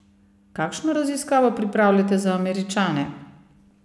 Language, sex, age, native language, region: Slovenian, female, 50-59, Slovenian, Savinja region